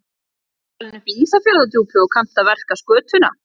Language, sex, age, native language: Icelandic, female, 30-39, Icelandic